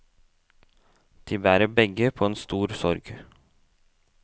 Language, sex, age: Norwegian, male, 18